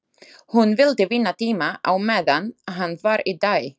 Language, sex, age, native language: Icelandic, female, 20-29, Slovak